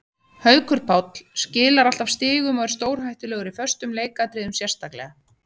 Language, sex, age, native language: Icelandic, female, 30-39, Icelandic